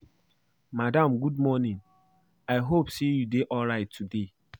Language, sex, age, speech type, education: Nigerian Pidgin, male, 15-29, read, primary